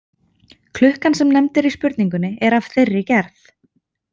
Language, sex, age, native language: Icelandic, female, 20-29, Icelandic